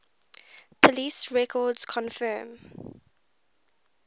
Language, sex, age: English, female, 19